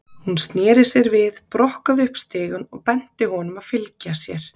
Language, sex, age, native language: Icelandic, female, 30-39, Icelandic